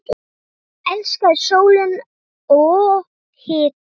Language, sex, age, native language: Icelandic, male, 9, Icelandic